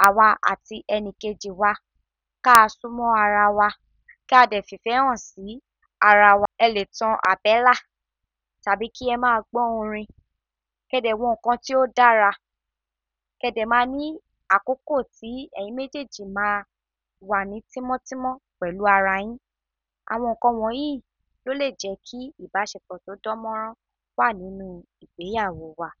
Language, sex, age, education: Yoruba, male, 46-60, tertiary